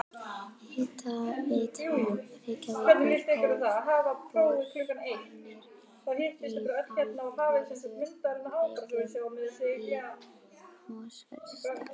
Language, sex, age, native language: Icelandic, female, 12, Icelandic